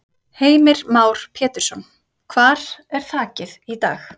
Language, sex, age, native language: Icelandic, female, 30-39, Icelandic